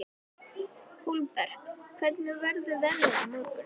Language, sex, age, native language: Icelandic, female, 11, Icelandic